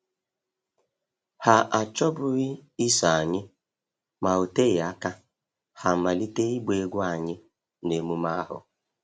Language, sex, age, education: Igbo, male, 46-60, tertiary